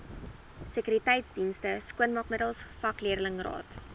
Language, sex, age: Afrikaans, female, 19